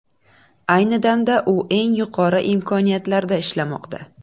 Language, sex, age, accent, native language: Uzbek, female, 18-24, Buxoro, Uzbek